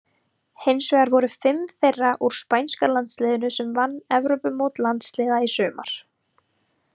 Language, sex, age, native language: Icelandic, female, 30-39, Icelandic